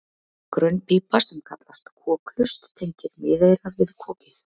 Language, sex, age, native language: Icelandic, female, 50-59, Icelandic